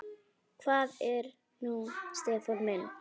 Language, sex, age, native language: Icelandic, female, 9, Icelandic